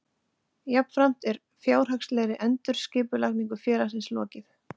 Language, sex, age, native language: Icelandic, female, 40-49, Icelandic